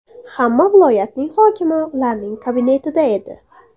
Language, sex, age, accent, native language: Uzbek, female, under 19, Toshkent shahri, Uzbek